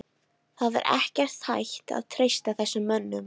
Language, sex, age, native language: Icelandic, female, 13, Icelandic